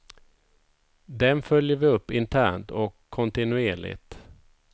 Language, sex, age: Swedish, male, 51